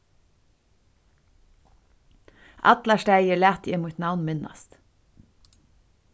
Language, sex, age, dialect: Faroese, female, 36-60, Suðurstreymoy